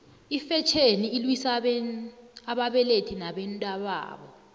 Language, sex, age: South Ndebele, female, 20